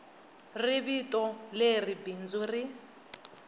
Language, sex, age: Tsonga, female, 20